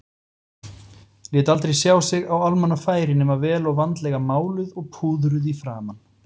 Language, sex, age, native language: Icelandic, male, 40-49, Icelandic